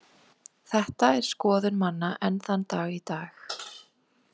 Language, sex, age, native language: Icelandic, female, 20-29, Icelandic